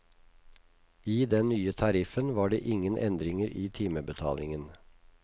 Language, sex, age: Norwegian, male, 56